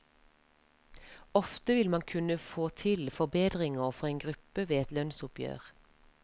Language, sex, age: Norwegian, female, 33